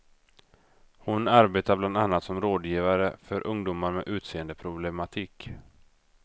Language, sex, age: Swedish, male, 32